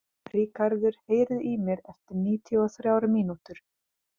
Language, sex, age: Icelandic, female, 30-39